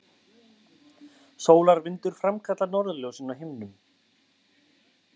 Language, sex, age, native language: Icelandic, male, 30-39, Icelandic